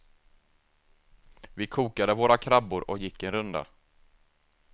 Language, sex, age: Swedish, male, 24